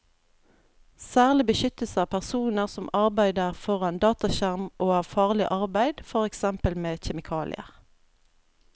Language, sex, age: Norwegian, female, 32